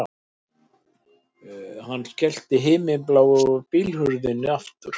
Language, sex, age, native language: Icelandic, male, 60-69, Icelandic